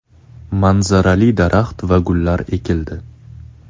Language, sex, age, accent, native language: Uzbek, male, 19-29, Toshkent shahri, Uzbek